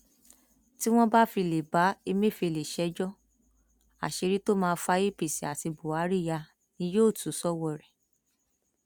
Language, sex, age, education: Yoruba, female, 15-29, tertiary